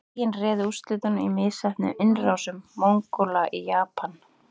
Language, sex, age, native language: Icelandic, female, 30-39, Icelandic